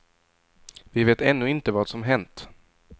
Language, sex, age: Swedish, male, 22